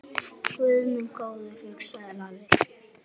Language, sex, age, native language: Icelandic, male, 7, Icelandic